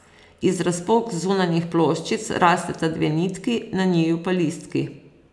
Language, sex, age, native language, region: Slovenian, female, 50-59, Slovenian, Posavska region